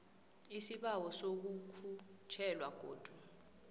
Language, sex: South Ndebele, female